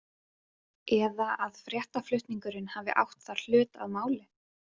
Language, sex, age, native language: Icelandic, female, 20-29, Icelandic